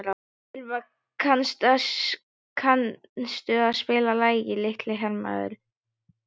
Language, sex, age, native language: Icelandic, male, 12, Icelandic